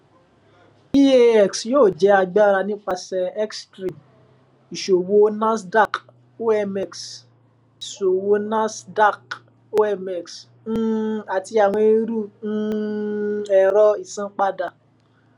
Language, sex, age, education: Yoruba, male, 15-29, tertiary